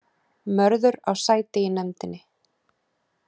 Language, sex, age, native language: Icelandic, female, 30-39, Icelandic